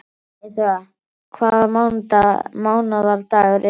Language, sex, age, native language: Icelandic, male, 12, Icelandic